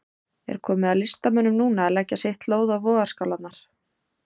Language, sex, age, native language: Icelandic, female, 30-39, Icelandic